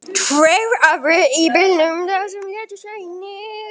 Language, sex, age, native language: Icelandic, female, 18-19, Icelandic